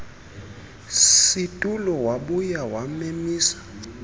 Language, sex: Xhosa, male